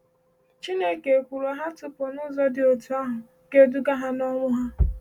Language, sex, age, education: Igbo, female, 15-29, tertiary